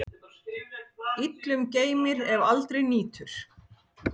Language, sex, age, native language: Icelandic, female, 40-49, Icelandic